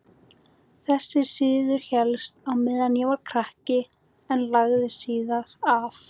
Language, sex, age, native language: Icelandic, female, 18-19, Icelandic